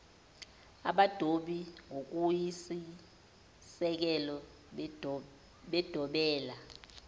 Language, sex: Zulu, female